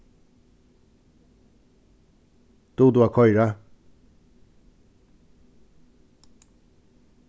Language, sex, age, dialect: Faroese, male, 36-60, Suðurstreymoy